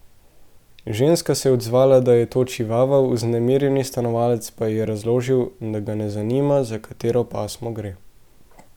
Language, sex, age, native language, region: Slovenian, male, 18-29, Slovenian, Central Slovenia